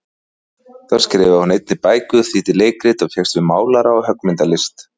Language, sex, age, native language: Icelandic, male, 40-49, Icelandic